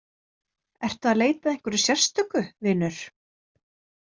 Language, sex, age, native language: Icelandic, female, 30-39, Icelandic